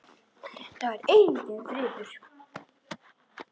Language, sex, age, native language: Icelandic, male, 10, Icelandic